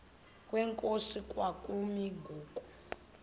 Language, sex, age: Xhosa, female, 20